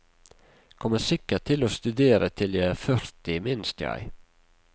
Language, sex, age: Norwegian, male, 48